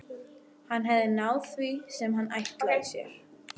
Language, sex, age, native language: Icelandic, female, 12, Icelandic